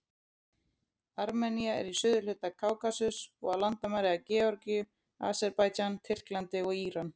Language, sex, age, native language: Icelandic, female, 30-39, Icelandic